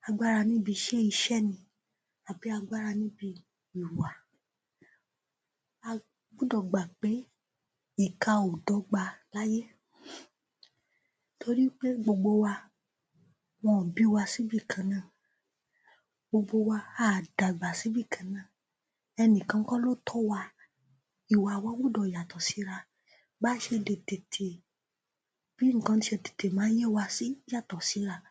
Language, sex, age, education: Yoruba, female, 15-29, tertiary